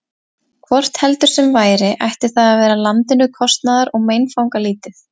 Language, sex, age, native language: Icelandic, female, 20-29, Icelandic